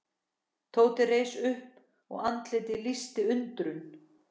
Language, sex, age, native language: Icelandic, female, 14, Icelandic